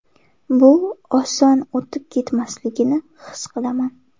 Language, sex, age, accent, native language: Uzbek, female, 18-24, Samarqand, Uzbek